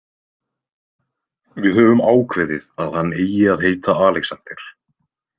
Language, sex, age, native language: Icelandic, male, 20-29, Icelandic